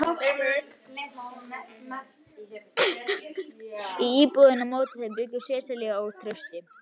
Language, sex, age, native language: Icelandic, female, 11, Icelandic